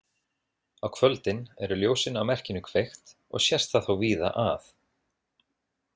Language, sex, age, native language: Icelandic, male, 30-39, Icelandic